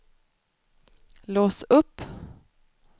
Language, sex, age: Swedish, female, 31